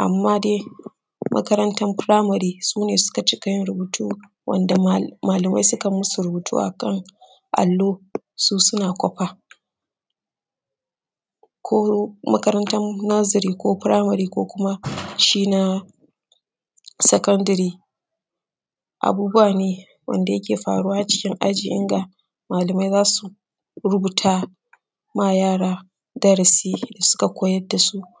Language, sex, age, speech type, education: Hausa, female, 30-45, spontaneous, secondary